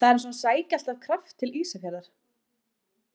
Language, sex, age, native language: Icelandic, female, 20-29, Icelandic